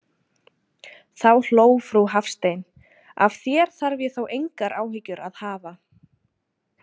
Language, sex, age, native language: Icelandic, female, 20-29, Icelandic